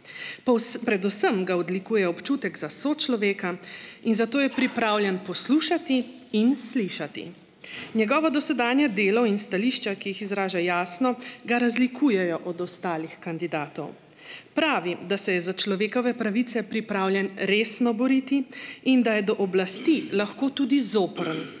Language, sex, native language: Slovenian, female, Slovenian